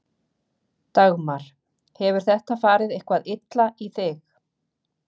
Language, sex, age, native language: Icelandic, female, 30-39, Icelandic